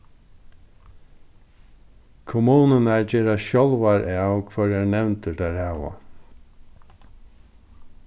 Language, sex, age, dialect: Faroese, male, 36-60, Norðurstreymoy/Eysturoy